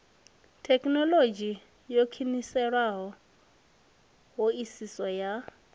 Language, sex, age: Venda, female, 25